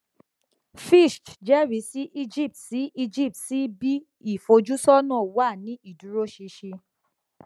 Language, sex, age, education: Yoruba, female, 15-29, tertiary